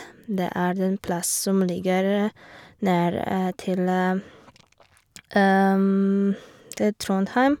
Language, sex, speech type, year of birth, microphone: Norwegian, female, spontaneous, 1987, Shure